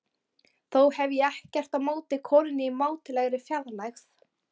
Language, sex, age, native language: Icelandic, female, 12, Icelandic